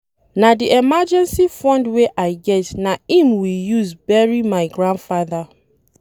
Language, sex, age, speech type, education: Nigerian Pidgin, female, 30-45, read, tertiary